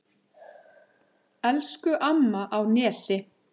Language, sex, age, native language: Icelandic, male, 8, Icelandic